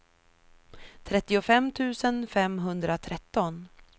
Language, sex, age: Swedish, female, 33